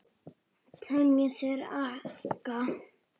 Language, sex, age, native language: Icelandic, female, 8, Icelandic